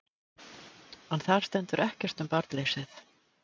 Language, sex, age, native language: Icelandic, female, 50-59, Icelandic